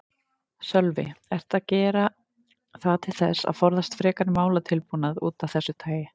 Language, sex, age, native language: Icelandic, female, 30-39, Icelandic